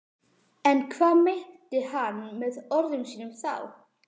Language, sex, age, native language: Icelandic, female, 12, Icelandic